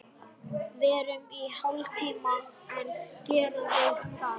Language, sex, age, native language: Icelandic, male, 11, Icelandic